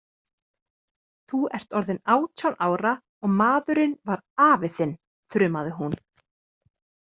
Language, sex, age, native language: Icelandic, female, 30-39, Icelandic